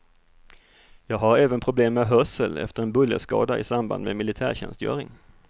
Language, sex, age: Swedish, male, 38